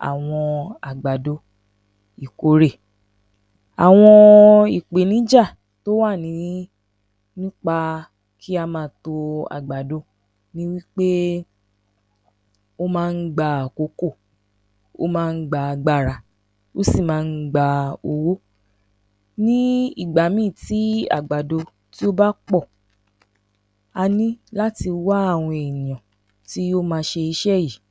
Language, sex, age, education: Yoruba, female, 30-45, tertiary